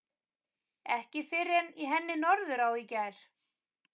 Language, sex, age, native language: Icelandic, female, 30-39, Icelandic